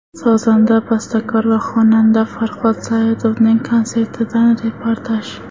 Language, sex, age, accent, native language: Uzbek, female, under 19, Toshkent shahri, Uzbek